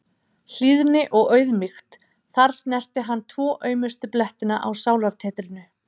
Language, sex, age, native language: Icelandic, female, 30-39, Icelandic